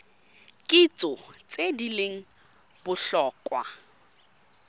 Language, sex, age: Tswana, female, 22